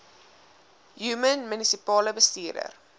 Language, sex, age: Afrikaans, female, 19